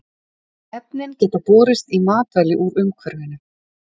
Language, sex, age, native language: Icelandic, female, 40-49, Icelandic